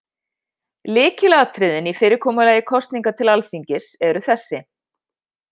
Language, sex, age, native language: Icelandic, female, 50-59, Icelandic